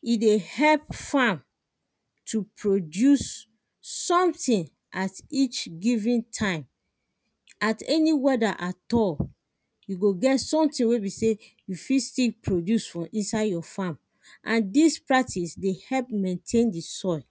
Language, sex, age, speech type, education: Nigerian Pidgin, female, 30-45, spontaneous, secondary